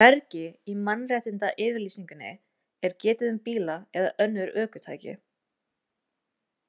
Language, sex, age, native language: Icelandic, female, 20-29, Icelandic